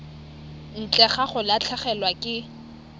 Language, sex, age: Tswana, female, 21